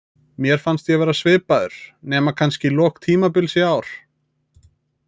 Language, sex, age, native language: Icelandic, male, 20-29, Icelandic